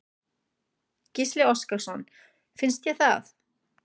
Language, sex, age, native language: Icelandic, female, 40-49, German